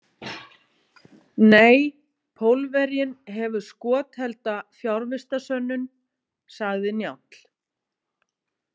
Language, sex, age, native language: Icelandic, female, 40-49, Icelandic